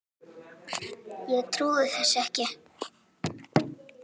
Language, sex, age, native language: Icelandic, female, 9, Icelandic